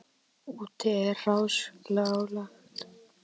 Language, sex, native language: Icelandic, male, Icelandic